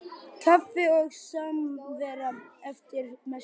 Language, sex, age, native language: Icelandic, male, 10, Icelandic